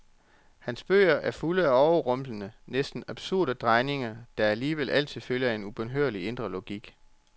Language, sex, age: Danish, male, 34